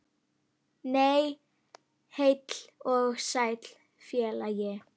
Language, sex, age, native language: Icelandic, female, 9, Icelandic